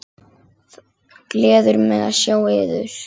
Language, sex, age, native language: Icelandic, male, 9, Icelandic